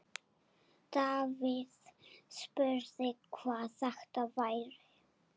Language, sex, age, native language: Icelandic, female, 8, Serbo-Croatian